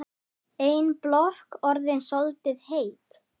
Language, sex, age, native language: Icelandic, male, 10, Icelandic